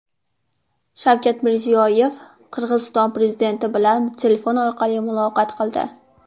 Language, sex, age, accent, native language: Uzbek, female, under 19, Toshkent shahri, Uzbek